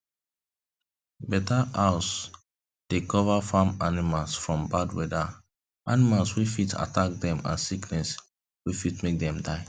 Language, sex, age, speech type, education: Nigerian Pidgin, male, 15-29, spontaneous, tertiary